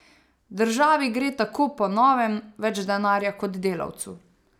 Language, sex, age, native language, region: Slovenian, female, 30-49, Slovenian, Savinja region